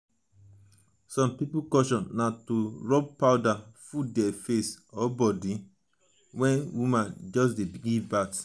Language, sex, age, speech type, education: Nigerian Pidgin, male, 30-45, spontaneous, tertiary